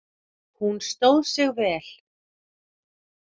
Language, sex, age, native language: Icelandic, female, 40-49, Icelandic